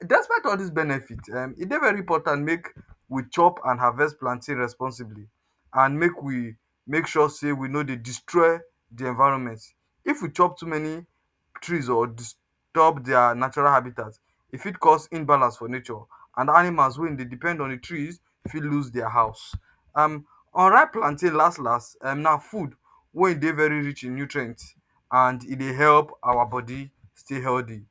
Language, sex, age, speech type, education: Nigerian Pidgin, male, 30-45, spontaneous, tertiary